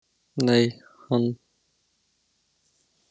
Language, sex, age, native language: Icelandic, male, 16, Icelandic